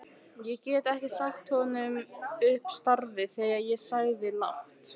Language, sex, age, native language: Icelandic, female, 15, Icelandic